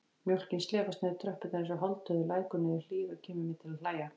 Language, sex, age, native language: Icelandic, female, 40-49, Icelandic